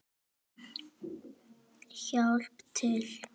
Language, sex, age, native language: Icelandic, female, 9, Icelandic